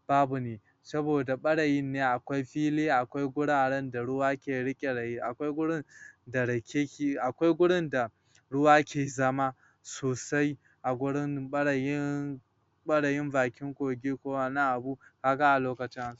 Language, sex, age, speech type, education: Hausa, male, 46-60, spontaneous, tertiary